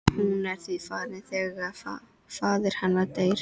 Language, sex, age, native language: Icelandic, female, 13, Icelandic